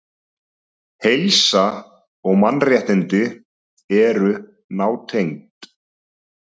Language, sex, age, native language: Icelandic, male, 30-39, Icelandic